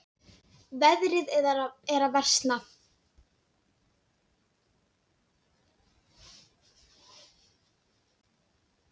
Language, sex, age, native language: Icelandic, female, 10, Dutch